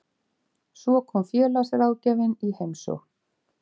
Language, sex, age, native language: Icelandic, female, 50-59, Icelandic